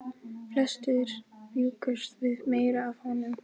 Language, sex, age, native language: Icelandic, female, 18-19, Icelandic